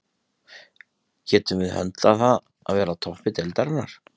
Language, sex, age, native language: Icelandic, male, 30-39, Icelandic